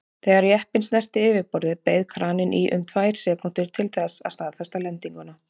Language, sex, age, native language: Icelandic, female, 30-39, Icelandic